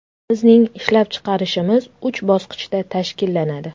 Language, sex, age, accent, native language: Uzbek, female, 25-34, Toshkent shahri, Uzbek